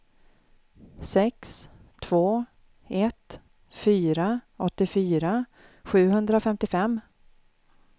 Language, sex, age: Swedish, female, 36